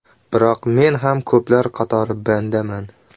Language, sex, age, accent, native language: Uzbek, male, 25-34, Qoraqalpog'iston, Uzbek